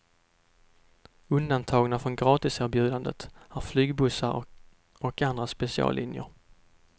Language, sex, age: Swedish, male, 32